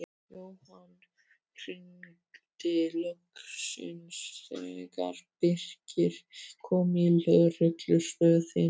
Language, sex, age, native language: Icelandic, male, 12, Icelandic